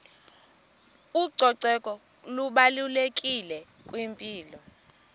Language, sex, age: Xhosa, female, 20